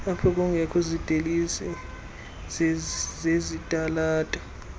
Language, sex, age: Xhosa, male, 21